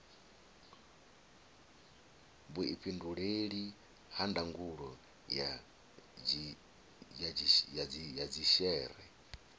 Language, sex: Venda, male